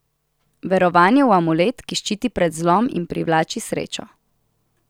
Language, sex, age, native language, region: Slovenian, female, 18-29, Slovenian, Southeast Slovenia